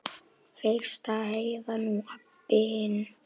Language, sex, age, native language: Icelandic, male, 8, Icelandic